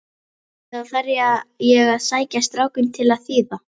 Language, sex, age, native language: Icelandic, female, 11, Icelandic